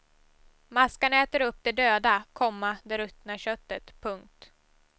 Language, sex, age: Swedish, female, 18